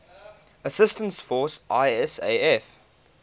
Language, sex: English, male